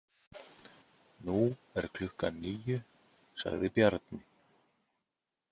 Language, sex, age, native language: Icelandic, male, 50-59, Icelandic